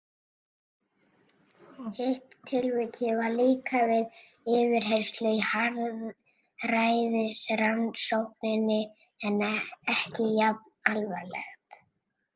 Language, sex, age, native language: Icelandic, female, 50-59, Icelandic